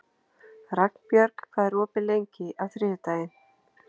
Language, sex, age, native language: Icelandic, female, 40-49, Icelandic